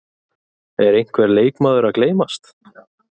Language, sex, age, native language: Icelandic, male, 20-29, Icelandic